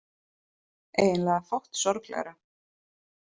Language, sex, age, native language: Icelandic, female, 30-39, Icelandic